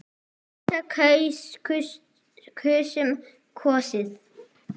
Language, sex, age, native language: Icelandic, male, 9, Icelandic